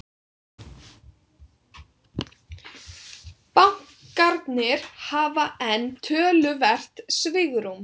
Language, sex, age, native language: Icelandic, female, 18-19, Icelandic